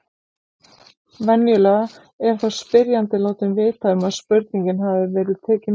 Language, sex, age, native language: Icelandic, female, 40-49, Icelandic